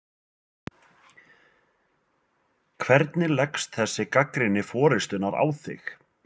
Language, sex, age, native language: Icelandic, male, 20-29, Icelandic